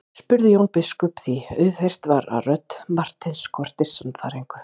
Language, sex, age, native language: Icelandic, female, 40-49, Icelandic